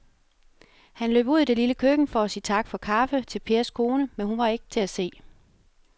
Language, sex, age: Danish, female, 33